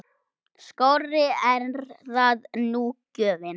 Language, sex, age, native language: Icelandic, male, 8, Icelandic